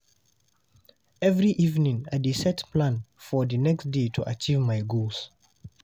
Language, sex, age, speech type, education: Nigerian Pidgin, male, 15-29, read, tertiary